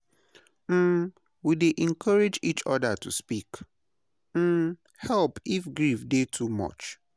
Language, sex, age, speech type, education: Nigerian Pidgin, male, 30-45, spontaneous, tertiary